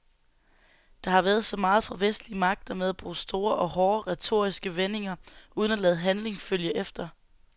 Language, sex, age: Danish, female, 19